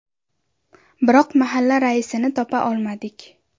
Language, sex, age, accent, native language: Uzbek, female, under 19, Andijon, Uzbek